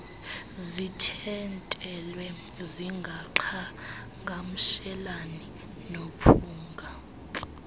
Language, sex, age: Xhosa, female, 20